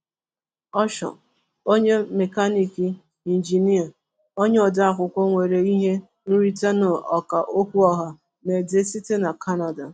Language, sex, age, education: Igbo, female, 30-45, tertiary